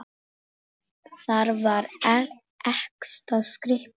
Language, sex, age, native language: Icelandic, female, 10, Polish